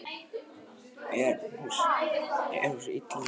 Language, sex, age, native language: Icelandic, male, 20-29, Icelandic